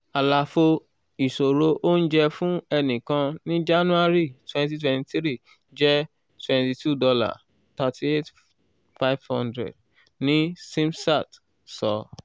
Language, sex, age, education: Yoruba, male, 15-29, tertiary